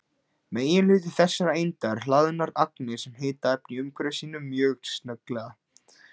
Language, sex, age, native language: Icelandic, male, 16, Icelandic